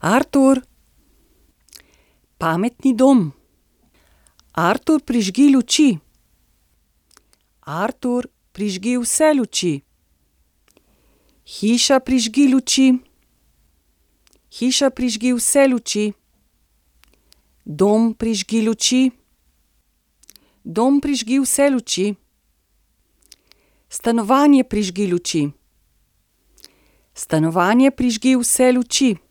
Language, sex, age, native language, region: Slovenian, female, 60+, Slovenian, Central Slovenia